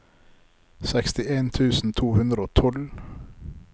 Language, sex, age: Norwegian, male, 33